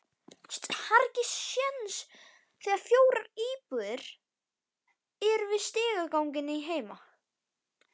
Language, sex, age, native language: Icelandic, male, 11, Icelandic